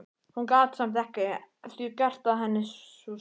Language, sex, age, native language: Icelandic, male, 11, Icelandic